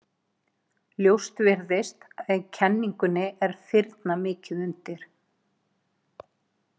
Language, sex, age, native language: Icelandic, female, 50-59, Icelandic